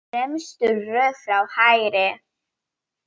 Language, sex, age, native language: Icelandic, female, 9, Polish